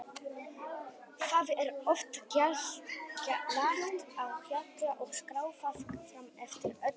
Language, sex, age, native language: Icelandic, male, 18-19, Icelandic